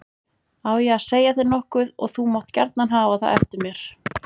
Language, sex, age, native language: Icelandic, male, 20-29, Icelandic